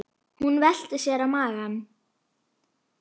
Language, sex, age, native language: Icelandic, female, 9, Icelandic